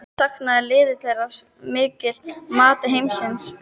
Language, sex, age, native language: Icelandic, female, 13, Icelandic